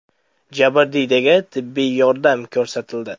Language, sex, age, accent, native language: Uzbek, male, under 19, Andijon, Uzbek